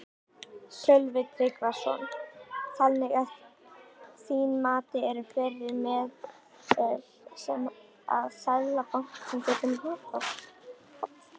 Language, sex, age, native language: Icelandic, female, 18-19, Icelandic